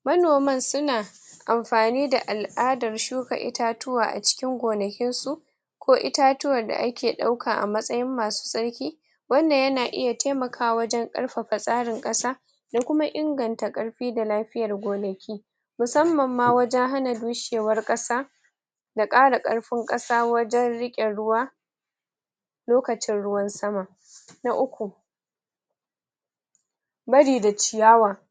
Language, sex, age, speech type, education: Hausa, female, 15-29, spontaneous, tertiary